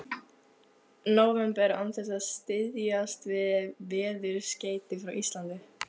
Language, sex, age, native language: Icelandic, female, 15, Icelandic